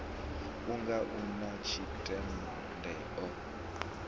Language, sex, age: Venda, male, 26